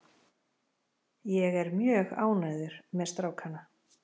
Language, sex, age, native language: Icelandic, female, 40-49, Icelandic